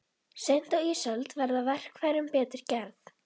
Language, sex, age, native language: Icelandic, female, 11, Icelandic